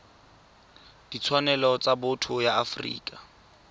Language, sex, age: Tswana, male, 23